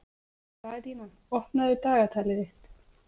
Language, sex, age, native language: Icelandic, female, 30-39, Icelandic